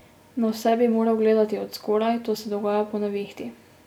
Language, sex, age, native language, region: Slovenian, female, 18-29, Slovenian, Drava region